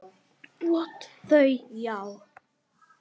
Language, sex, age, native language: Icelandic, male, 9, Icelandic